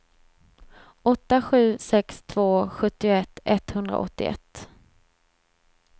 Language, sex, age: Swedish, female, 26